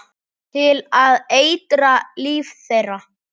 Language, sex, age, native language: Icelandic, female, 8, Icelandic